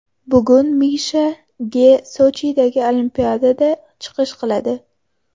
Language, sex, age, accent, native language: Uzbek, female, 18-24, Toshkent shahri, Uzbek